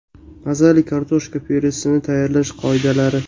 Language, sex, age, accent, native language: Uzbek, male, 18-24, Toshkent shahri, Uzbek